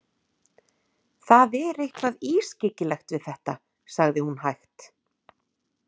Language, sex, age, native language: Icelandic, female, 40-49, Icelandic